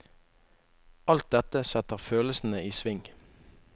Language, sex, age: Norwegian, male, 21